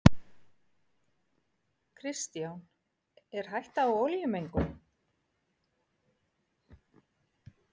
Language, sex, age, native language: Icelandic, female, 50-59, Icelandic